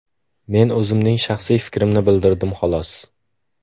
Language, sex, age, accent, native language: Uzbek, male, under 19, Farg'ona, Uzbek